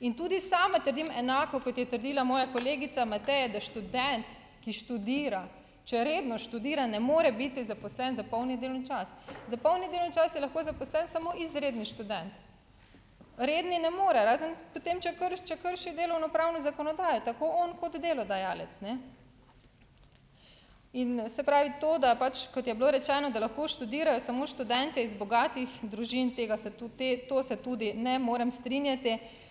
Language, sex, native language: Slovenian, female, Slovenian